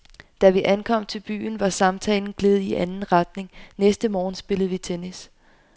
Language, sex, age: Danish, female, 25